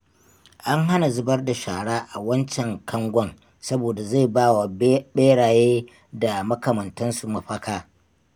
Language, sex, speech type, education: Hausa, male, spontaneous, tertiary